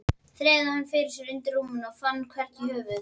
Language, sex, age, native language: Icelandic, female, 12, Icelandic